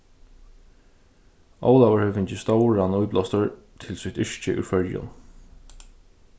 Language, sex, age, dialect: Faroese, male, 15-35, Suðurstreymoy